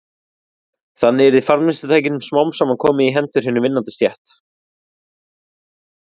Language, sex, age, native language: Icelandic, male, 20-29, Icelandic